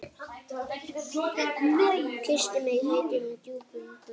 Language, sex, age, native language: Icelandic, male, 9, Icelandic